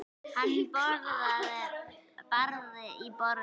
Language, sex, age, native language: Icelandic, female, 9, Icelandic